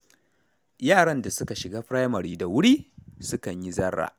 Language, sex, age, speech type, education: Hausa, male, 30-45, read, tertiary